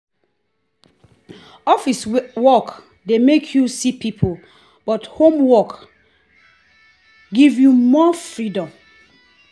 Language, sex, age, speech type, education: Nigerian Pidgin, female, 30-45, spontaneous, tertiary